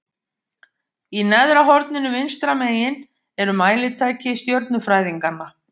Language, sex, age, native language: Icelandic, female, 50-59, Icelandic